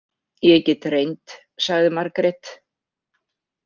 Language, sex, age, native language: Icelandic, female, 50-59, Icelandic